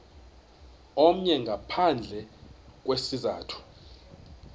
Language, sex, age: Xhosa, male, 21